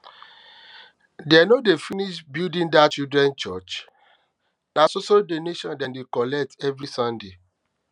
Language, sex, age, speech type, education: Nigerian Pidgin, male, 30-45, spontaneous, tertiary